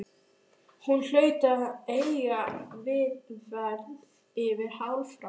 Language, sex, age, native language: Icelandic, female, 12, Icelandic